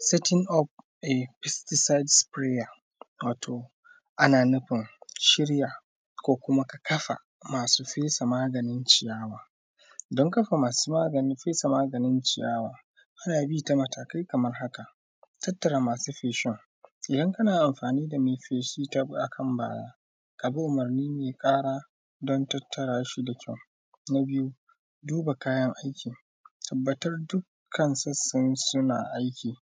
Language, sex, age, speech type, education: Hausa, male, 15-29, spontaneous, primary